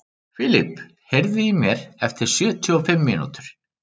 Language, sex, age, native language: Icelandic, male, 30-39, Icelandic